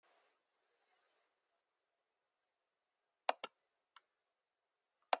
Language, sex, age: Icelandic, female, 40-49